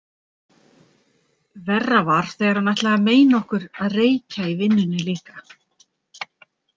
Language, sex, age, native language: Icelandic, female, 50-59, Icelandic